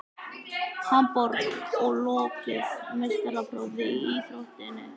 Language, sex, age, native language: Icelandic, male, 14, Icelandic